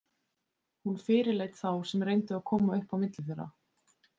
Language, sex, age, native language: Icelandic, female, 20-29, Icelandic